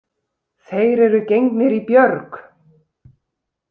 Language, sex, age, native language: Icelandic, female, 30-39, Icelandic